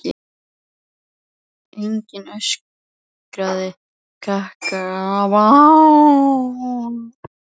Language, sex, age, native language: Icelandic, female, 11, Icelandic